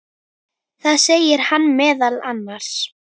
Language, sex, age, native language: Icelandic, female, 9, Icelandic